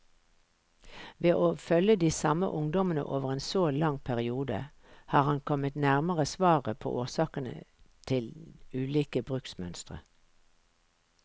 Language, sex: Norwegian, female